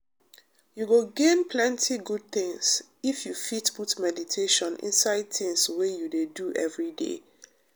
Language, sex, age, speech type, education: Nigerian Pidgin, female, 30-45, spontaneous, tertiary